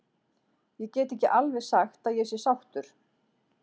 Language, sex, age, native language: Icelandic, female, 40-49, Icelandic